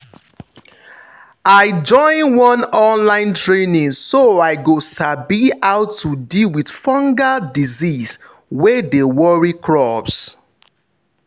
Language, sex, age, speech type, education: Nigerian Pidgin, male, 15-29, spontaneous, tertiary